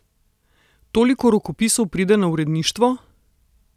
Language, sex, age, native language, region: Slovenian, female, 30-49, Slovenian, Southeast Slovenia